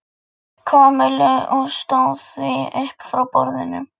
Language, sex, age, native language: Icelandic, male, 11, Icelandic